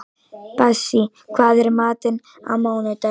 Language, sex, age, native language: Icelandic, female, 18-19, Icelandic